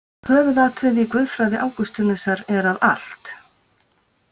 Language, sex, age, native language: Icelandic, female, 50-59, Icelandic